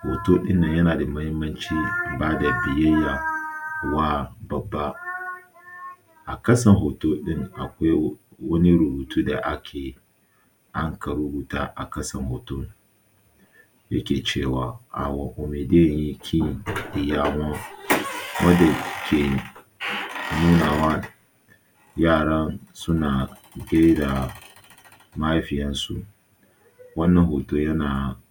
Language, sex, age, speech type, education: Hausa, male, 30-45, spontaneous, tertiary